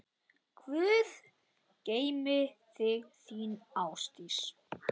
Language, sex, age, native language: Icelandic, male, 8, Icelandic